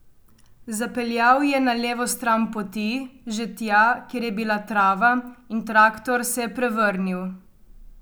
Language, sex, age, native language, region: Slovenian, female, 18-29, Slovenian, Coastal Karst region